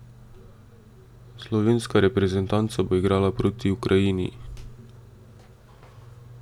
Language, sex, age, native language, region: Slovenian, male, 18-29, Slovenian, Drava region